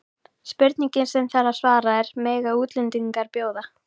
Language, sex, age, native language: Icelandic, female, 13, Icelandic